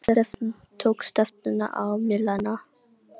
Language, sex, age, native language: Icelandic, other, 18-19, Icelandic